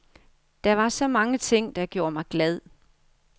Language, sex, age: Danish, female, 55